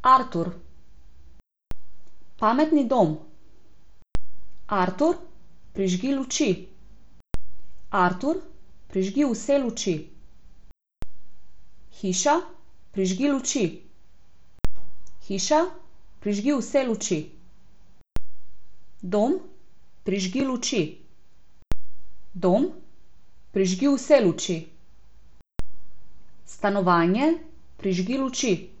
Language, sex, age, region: Slovenian, female, 18-29, Abroad